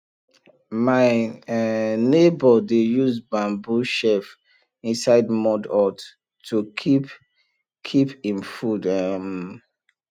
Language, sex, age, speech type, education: Nigerian Pidgin, male, 30-45, spontaneous, tertiary